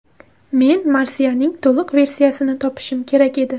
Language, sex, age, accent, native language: Uzbek, female, 18-24, Samarqand, Uzbek